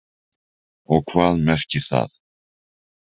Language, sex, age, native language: Icelandic, male, 40-49, Icelandic